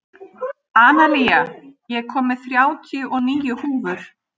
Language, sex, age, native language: Icelandic, female, 40-49, Icelandic